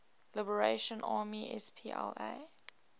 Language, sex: English, female